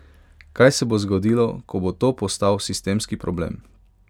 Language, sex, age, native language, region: Slovenian, male, 18-29, Hungarian, Pomurje region